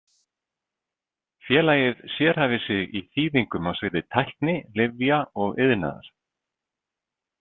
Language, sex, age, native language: Icelandic, male, 50-59, Icelandic